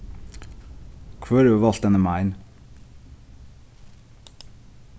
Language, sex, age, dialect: Faroese, male, 15-35, Sandoy